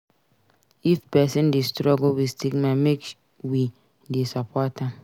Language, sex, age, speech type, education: Nigerian Pidgin, female, 46-60, read, secondary